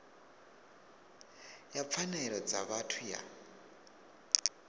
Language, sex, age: Venda, male, 22